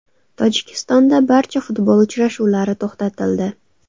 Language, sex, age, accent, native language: Uzbek, female, 19-29, Andijon, Uzbek